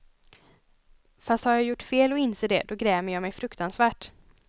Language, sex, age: Swedish, female, 20